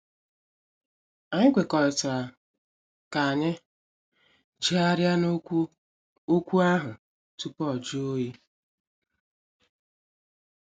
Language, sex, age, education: Igbo, female, 30-45, tertiary